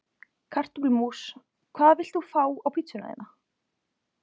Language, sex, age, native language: Icelandic, female, 20-29, Icelandic